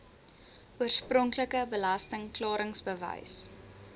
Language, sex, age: Afrikaans, female, 20